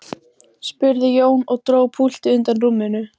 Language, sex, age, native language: Icelandic, female, 14, Icelandic